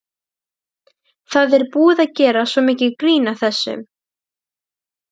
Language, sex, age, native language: Icelandic, female, 12, Serbo-Croatian